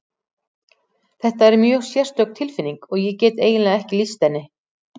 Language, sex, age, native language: Icelandic, female, 40-49, Icelandic